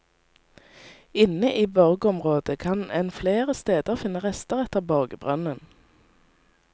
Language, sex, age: Norwegian, female, 19